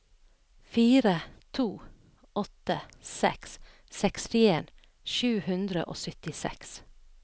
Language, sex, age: Norwegian, female, 57